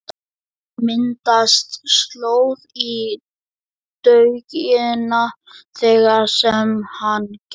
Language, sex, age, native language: Icelandic, male, 11, Icelandic